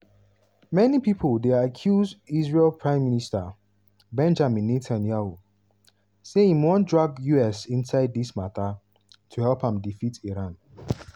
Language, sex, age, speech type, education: Nigerian Pidgin, male, 15-29, spontaneous, tertiary